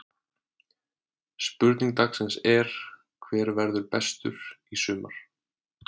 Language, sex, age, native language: Icelandic, male, 30-39, Icelandic